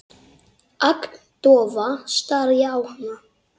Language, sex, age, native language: Icelandic, female, 8, Icelandic